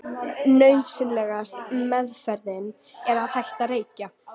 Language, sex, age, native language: Icelandic, female, 18-19, Icelandic